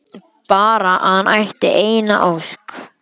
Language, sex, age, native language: Icelandic, male, 11, Icelandic